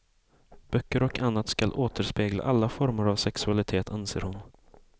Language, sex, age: Swedish, male, 18